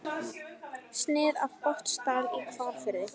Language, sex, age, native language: Icelandic, female, 18-19, Icelandic